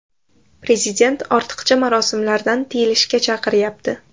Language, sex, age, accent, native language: Uzbek, female, under 19, Toshkent shahri, Uzbek